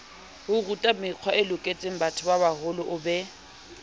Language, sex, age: Southern Sotho, female, 27